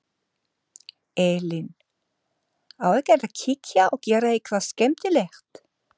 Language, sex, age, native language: Icelandic, female, 50-59, German